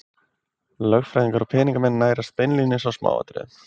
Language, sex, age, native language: Icelandic, male, 20-29, Icelandic